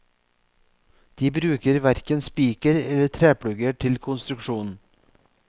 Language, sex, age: Norwegian, male, 44